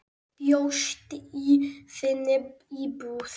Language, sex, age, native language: Icelandic, male, 8, Icelandic